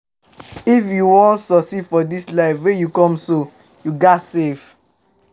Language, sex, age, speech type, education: Nigerian Pidgin, male, 15-29, spontaneous, tertiary